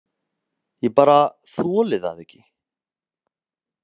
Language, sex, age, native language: Icelandic, male, 30-39, Icelandic